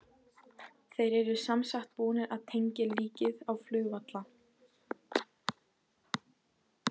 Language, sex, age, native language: Icelandic, female, 12, Icelandic